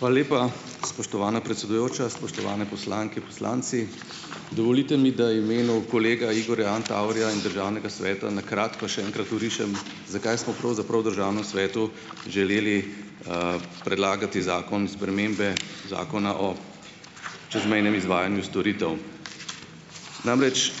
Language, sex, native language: Slovenian, male, Slovenian